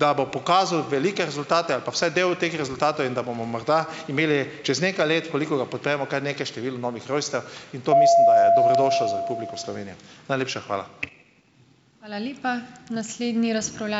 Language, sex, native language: Slovenian, male, Slovenian